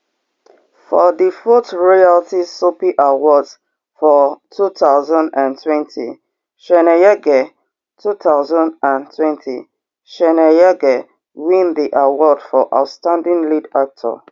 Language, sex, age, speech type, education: Nigerian Pidgin, female, 30-45, spontaneous, tertiary